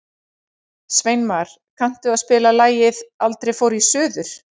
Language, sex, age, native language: Icelandic, female, 40-49, Icelandic